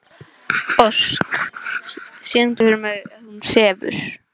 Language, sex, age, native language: Icelandic, male, 11, English